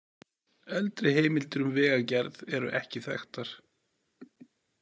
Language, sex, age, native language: Icelandic, male, 40-49, Icelandic